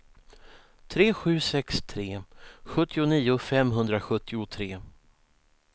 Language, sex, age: Swedish, male, 19